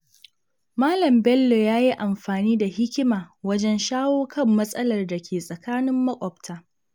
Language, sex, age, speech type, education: Hausa, female, 15-29, read, secondary